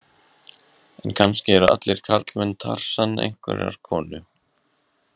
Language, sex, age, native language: Icelandic, male, 20-29, Icelandic